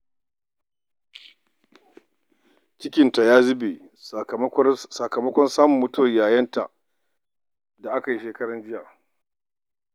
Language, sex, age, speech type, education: Hausa, male, 46-60, read, tertiary